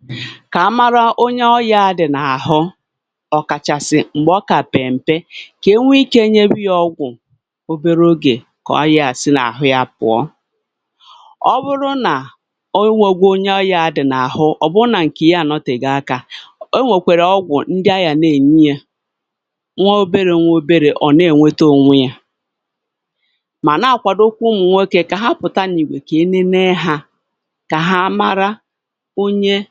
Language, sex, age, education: Igbo, female, 46-60, tertiary